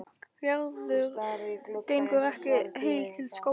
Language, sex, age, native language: Icelandic, male, 12, Icelandic